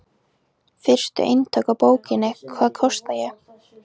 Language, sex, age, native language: Icelandic, female, 14, Icelandic